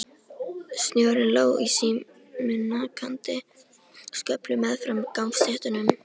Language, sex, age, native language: Icelandic, female, 13, Icelandic